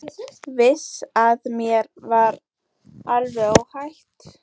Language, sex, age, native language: Icelandic, female, 14, Icelandic